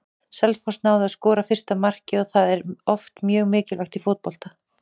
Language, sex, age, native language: Icelandic, female, 40-49, Icelandic